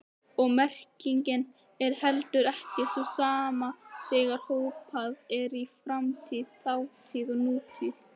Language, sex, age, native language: Icelandic, female, 18-19, Icelandic